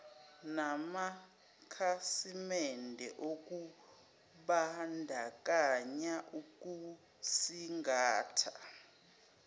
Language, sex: Zulu, female